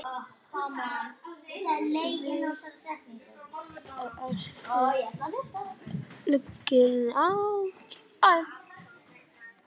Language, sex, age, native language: Icelandic, male, 9, Icelandic